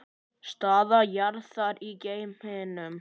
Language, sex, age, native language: Icelandic, male, 9, Icelandic